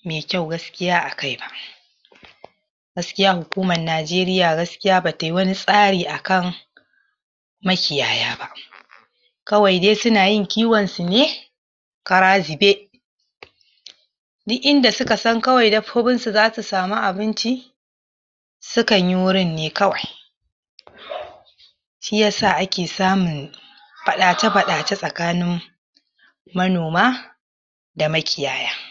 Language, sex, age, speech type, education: Hausa, male, 46-60, spontaneous, tertiary